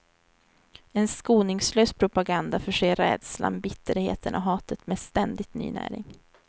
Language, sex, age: Swedish, female, 23